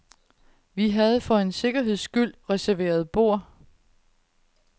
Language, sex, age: Danish, female, 30